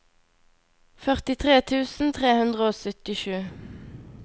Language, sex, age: Norwegian, female, 21